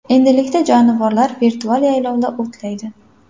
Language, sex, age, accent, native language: Uzbek, female, 18-24, Samarqand, Uzbek